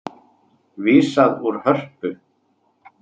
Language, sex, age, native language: Icelandic, male, 30-39, Icelandic